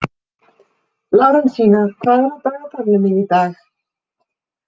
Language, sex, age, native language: Icelandic, female, 40-49, Icelandic